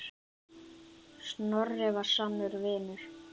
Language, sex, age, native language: Icelandic, male, 10, Icelandic